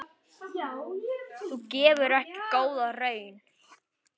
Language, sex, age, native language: Icelandic, male, 9, Icelandic